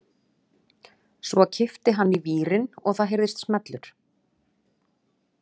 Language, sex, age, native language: Icelandic, female, 40-49, Icelandic